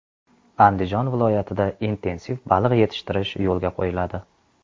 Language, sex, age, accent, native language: Uzbek, male, 35+, Andijon, Uzbek